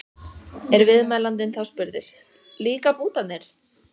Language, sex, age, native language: Icelandic, female, 14, Icelandic